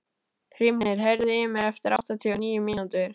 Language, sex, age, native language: Icelandic, male, 12, Icelandic